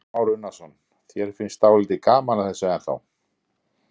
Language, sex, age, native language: Icelandic, male, 50-59, Icelandic